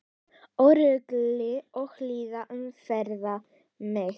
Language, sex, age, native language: Icelandic, female, 10, Icelandic